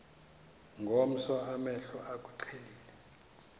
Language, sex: Xhosa, male